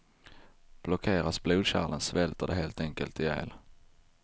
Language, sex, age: Swedish, male, 23